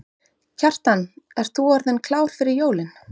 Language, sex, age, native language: Icelandic, female, 30-39, Icelandic